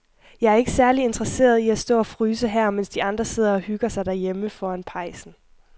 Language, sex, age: Danish, female, 21